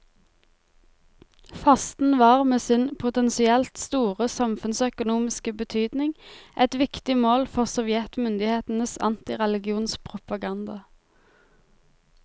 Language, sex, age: Norwegian, female, 23